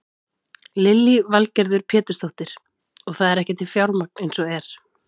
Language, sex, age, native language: Icelandic, female, 30-39, Icelandic